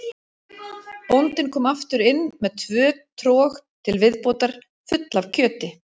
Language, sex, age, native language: Icelandic, female, 40-49, Icelandic